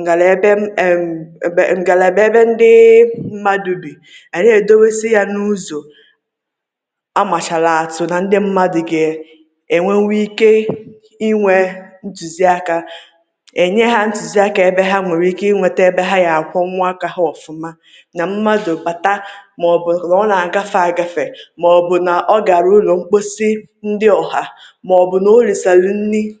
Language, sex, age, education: Igbo, female, 30-45, tertiary